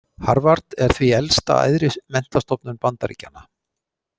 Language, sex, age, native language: Icelandic, male, 60-69, Icelandic